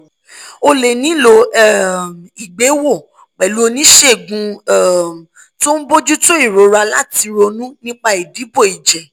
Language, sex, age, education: Yoruba, female, 15-29, tertiary